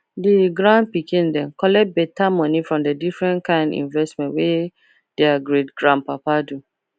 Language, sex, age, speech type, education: Nigerian Pidgin, female, 15-29, spontaneous, tertiary